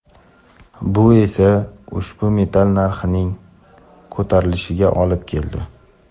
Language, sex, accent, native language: Uzbek, male, Toshkent shahri, Uzbek